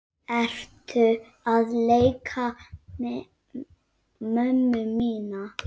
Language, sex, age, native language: Icelandic, female, 9, Icelandic